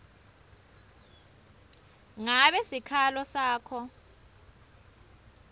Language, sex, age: Swati, female, 24